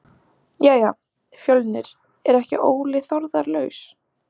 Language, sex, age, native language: Icelandic, female, 14, Icelandic